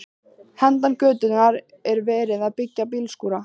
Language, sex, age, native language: Icelandic, female, 15, Icelandic